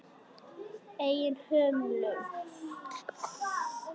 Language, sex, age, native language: Icelandic, other, 10, Icelandic